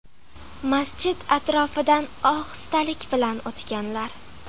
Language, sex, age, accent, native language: Uzbek, female, 12-17, Farg'ona, Uzbek